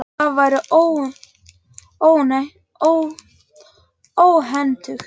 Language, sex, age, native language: Icelandic, male, 18-19, Icelandic